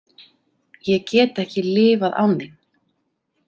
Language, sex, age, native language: Icelandic, female, 30-39, Icelandic